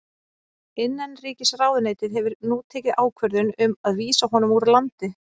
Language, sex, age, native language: Icelandic, female, 30-39, Icelandic